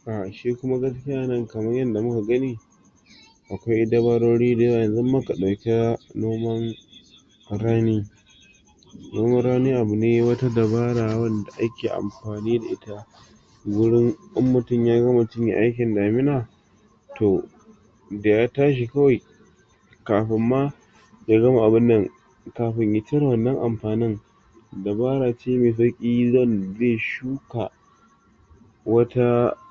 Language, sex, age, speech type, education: Hausa, male, 46-60, spontaneous, tertiary